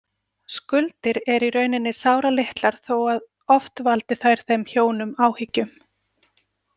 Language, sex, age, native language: Icelandic, female, 40-49, Icelandic